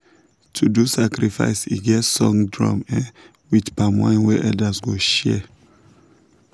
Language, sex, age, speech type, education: Nigerian Pidgin, male, 15-29, spontaneous, tertiary